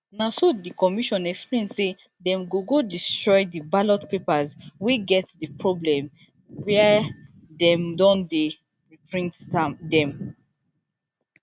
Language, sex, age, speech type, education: Nigerian Pidgin, female, 15-29, spontaneous, tertiary